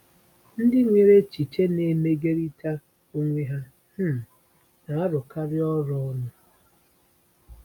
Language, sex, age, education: Igbo, female, 30-45, tertiary